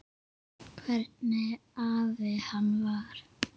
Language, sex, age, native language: Icelandic, male, 8, Icelandic